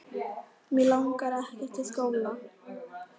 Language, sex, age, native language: Icelandic, female, 10, Icelandic